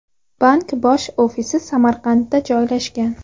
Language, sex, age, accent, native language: Uzbek, female, 18-24, Andijon, Uzbek